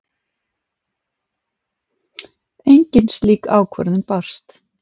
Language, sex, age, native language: Icelandic, female, 40-49, Icelandic